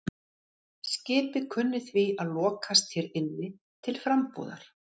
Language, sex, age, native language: Icelandic, female, 50-59, Icelandic